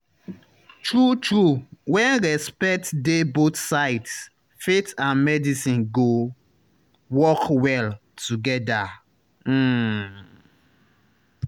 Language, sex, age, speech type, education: Nigerian Pidgin, male, 30-45, spontaneous, tertiary